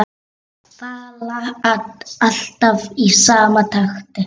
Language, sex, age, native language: Icelandic, female, 8, Icelandic